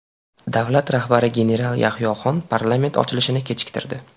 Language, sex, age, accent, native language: Uzbek, male, 18-24, Farg'ona, Uzbek